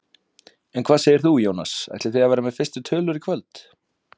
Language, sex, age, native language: Icelandic, male, 20-29, Icelandic